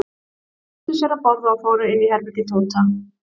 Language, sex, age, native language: Icelandic, female, 30-39, Icelandic